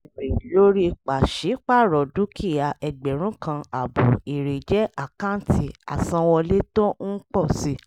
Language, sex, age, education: Yoruba, female, 30-45, tertiary